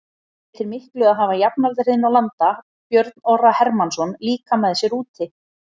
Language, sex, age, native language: Icelandic, female, 40-49, Icelandic